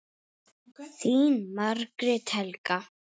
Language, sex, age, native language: Icelandic, male, 9, Icelandic